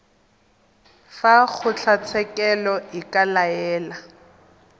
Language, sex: Tswana, female